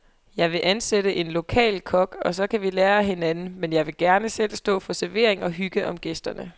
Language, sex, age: Danish, female, 23